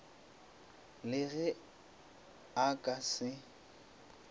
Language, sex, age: Northern Sotho, male, 23